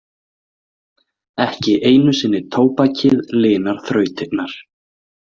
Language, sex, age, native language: Icelandic, male, 20-29, Icelandic